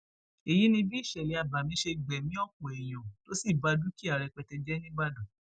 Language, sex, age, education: Yoruba, female, 46-60, tertiary